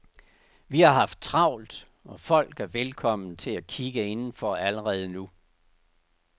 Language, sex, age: Danish, male, 69